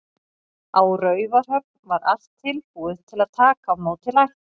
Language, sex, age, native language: Icelandic, female, 40-49, Icelandic